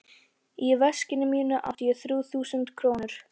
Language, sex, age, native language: Icelandic, male, 13, Icelandic